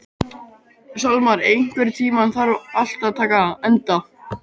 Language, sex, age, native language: Icelandic, male, 12, Icelandic